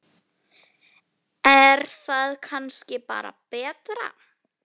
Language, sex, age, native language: Icelandic, female, 9, Icelandic